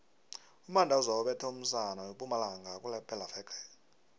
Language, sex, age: South Ndebele, male, 23